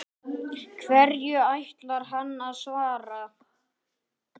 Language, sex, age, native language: Icelandic, male, 9, Icelandic